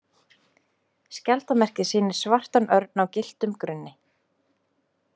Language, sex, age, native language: Icelandic, female, 20-29, Icelandic